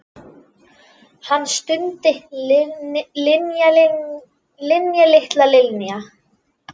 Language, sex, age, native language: Icelandic, female, 10, Icelandic